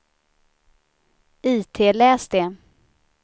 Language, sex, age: Swedish, female, 29